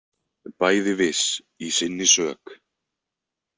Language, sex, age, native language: Icelandic, male, 20-29, Icelandic